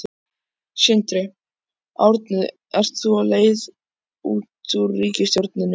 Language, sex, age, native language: Icelandic, male, 14, Icelandic